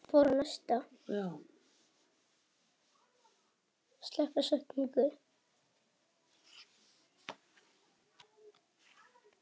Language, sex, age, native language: Icelandic, female, 18-19, Icelandic